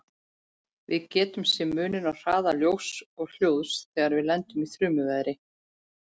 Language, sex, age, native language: Icelandic, female, 40-49, Icelandic